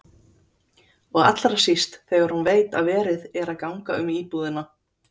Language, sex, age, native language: Icelandic, female, 30-39, Icelandic